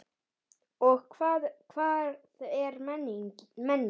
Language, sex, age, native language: Icelandic, male, 9, Icelandic